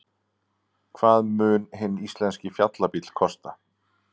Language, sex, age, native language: Icelandic, male, 40-49, Icelandic